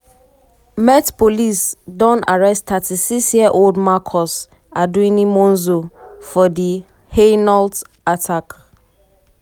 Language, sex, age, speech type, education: Nigerian Pidgin, female, 15-29, spontaneous, tertiary